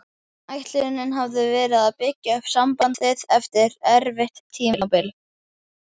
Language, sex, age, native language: Icelandic, male, 11, Icelandic